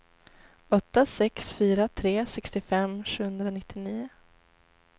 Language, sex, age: Swedish, female, 18